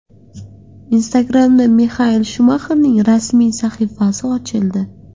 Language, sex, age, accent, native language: Uzbek, female, 18-24, Qashqadaryo, Uzbek